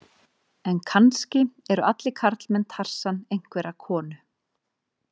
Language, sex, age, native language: Icelandic, female, 30-39, Icelandic